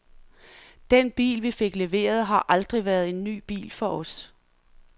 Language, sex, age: Danish, female, 46